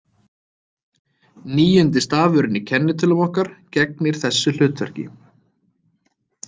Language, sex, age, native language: Icelandic, male, 30-39, Icelandic